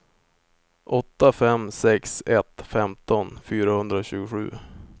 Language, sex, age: Swedish, male, 25